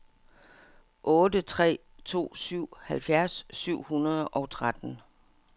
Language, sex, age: Danish, female, 57